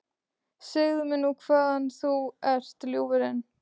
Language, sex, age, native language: Icelandic, female, 14, Icelandic